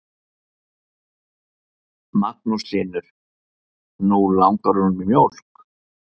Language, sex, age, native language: Icelandic, male, 50-59, Icelandic